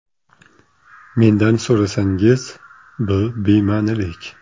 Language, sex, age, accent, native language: Uzbek, male, 25-34, Jizzax, Uzbek